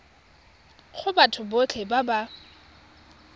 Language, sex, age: Tswana, female, 21